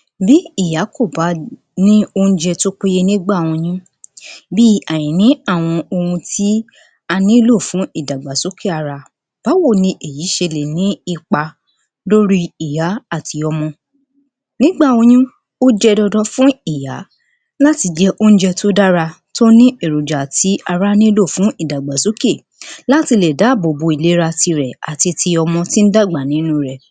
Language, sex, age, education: Yoruba, female, 60+, tertiary